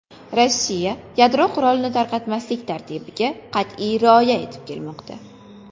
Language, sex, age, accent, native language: Uzbek, female, 19-29, Qashqadaryo, Uzbek